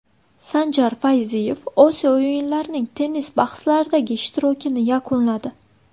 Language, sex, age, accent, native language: Uzbek, female, 19-29, Buxoro, Uzbek